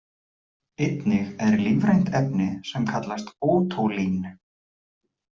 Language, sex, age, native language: Icelandic, male, 40-49, Icelandic